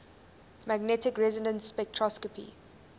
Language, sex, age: English, female, 20